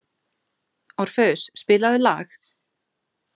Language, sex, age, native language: Icelandic, female, 50-59, Icelandic